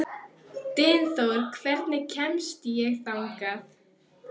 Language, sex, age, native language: Icelandic, female, 12, Icelandic